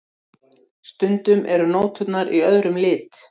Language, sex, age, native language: Icelandic, female, 60-69, Icelandic